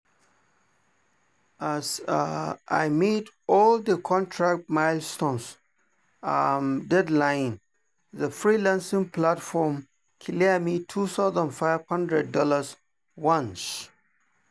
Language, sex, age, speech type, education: Nigerian Pidgin, male, 30-45, spontaneous, tertiary